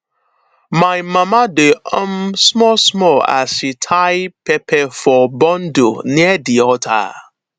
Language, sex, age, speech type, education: Nigerian Pidgin, male, 15-29, spontaneous, tertiary